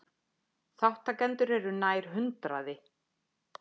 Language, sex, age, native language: Icelandic, female, 50-59, Icelandic